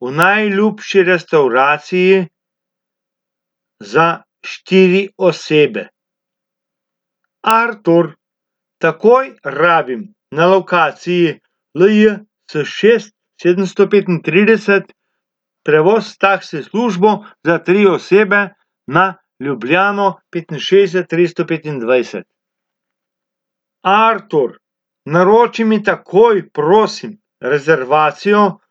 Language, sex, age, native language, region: Slovenian, male, 60+, Slovenian, Abroad